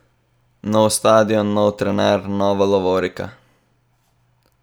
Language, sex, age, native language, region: Slovenian, male, 18-29, Slovenian, Southeast Slovenia